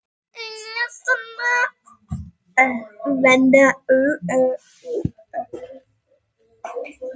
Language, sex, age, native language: Icelandic, female, 30-39, Icelandic